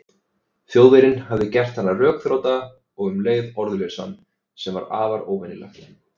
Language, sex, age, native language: Icelandic, male, 30-39, Icelandic